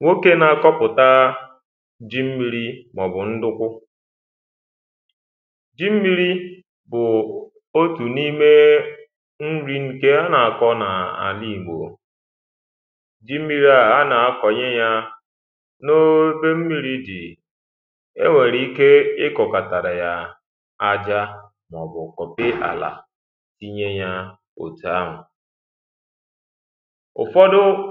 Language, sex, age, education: Igbo, male, 15-29, primary